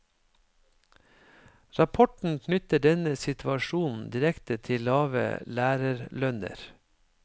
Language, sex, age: Norwegian, male, 53